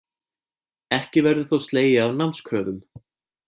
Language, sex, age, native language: Icelandic, male, 20-29, Icelandic